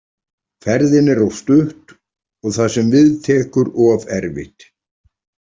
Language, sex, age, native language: Icelandic, male, 40-49, Icelandic